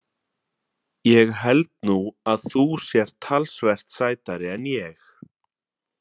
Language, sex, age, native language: Icelandic, male, 30-39, Icelandic